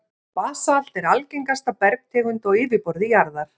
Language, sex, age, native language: Icelandic, female, 50-59, Icelandic